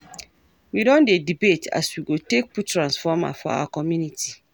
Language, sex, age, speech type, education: Nigerian Pidgin, female, 46-60, read, tertiary